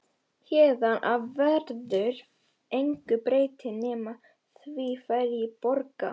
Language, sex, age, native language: Icelandic, female, 11, Polish